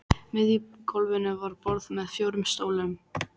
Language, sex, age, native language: Icelandic, female, 14, Icelandic